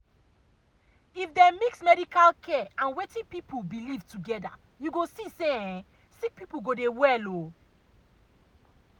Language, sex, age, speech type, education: Nigerian Pidgin, female, 30-45, spontaneous, tertiary